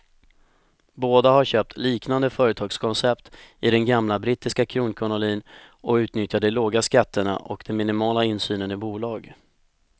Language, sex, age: Swedish, male, 25